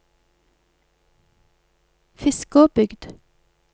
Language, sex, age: Norwegian, female, 48